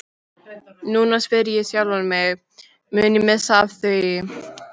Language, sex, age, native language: Icelandic, female, 13, Icelandic